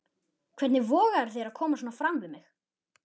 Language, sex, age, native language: Icelandic, male, 11, Icelandic